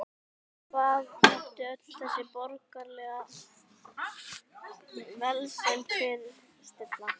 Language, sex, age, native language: Icelandic, female, 11, Icelandic